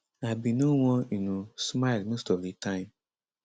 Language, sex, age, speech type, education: Nigerian Pidgin, male, 15-29, spontaneous, tertiary